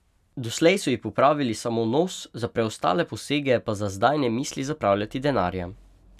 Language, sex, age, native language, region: Slovenian, male, 18-29, Slovenian, Pomurje region